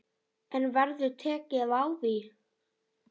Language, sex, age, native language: Icelandic, female, 10, Icelandic